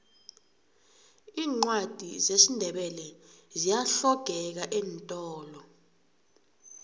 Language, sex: South Ndebele, female